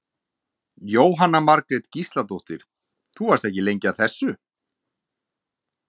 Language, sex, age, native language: Icelandic, male, 40-49, Icelandic